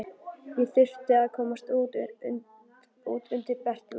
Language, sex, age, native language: Icelandic, female, 12, Icelandic